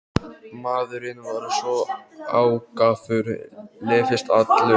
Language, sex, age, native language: Icelandic, male, 12, Icelandic